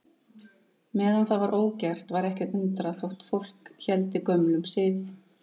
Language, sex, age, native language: Icelandic, female, 30-39, Icelandic